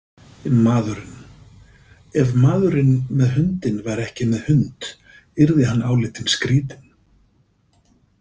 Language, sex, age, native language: Icelandic, male, 50-59, Icelandic